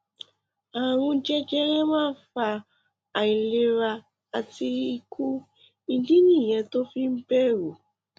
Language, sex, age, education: Yoruba, female, 15-29, tertiary